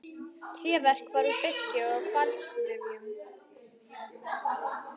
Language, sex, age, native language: Icelandic, female, 11, Icelandic